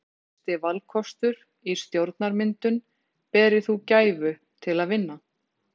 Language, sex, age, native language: Icelandic, female, 40-49, Icelandic